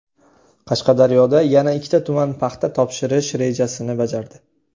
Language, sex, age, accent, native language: Uzbek, male, 18-24, Andijon, Uzbek